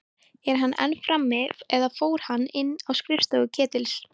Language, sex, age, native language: Icelandic, female, 18-19, Icelandic